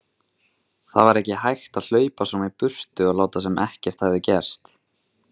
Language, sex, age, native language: Icelandic, male, 20-29, Icelandic